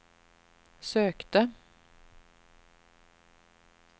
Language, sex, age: Swedish, female, 38